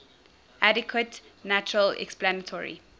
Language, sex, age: English, female, 19